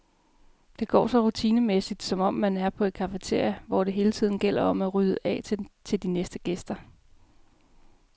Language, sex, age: Danish, female, 33